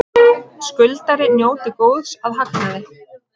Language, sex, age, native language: Icelandic, female, 30-39, Icelandic